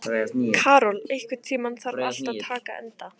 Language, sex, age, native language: Icelandic, female, 15, Icelandic